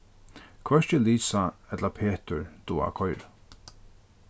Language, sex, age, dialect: Faroese, male, 36-60, Norðurstreymoy/Eysturoy